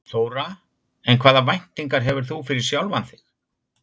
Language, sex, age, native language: Icelandic, male, 60-69, Icelandic